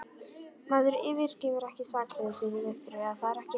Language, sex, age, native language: Icelandic, female, 11, Icelandic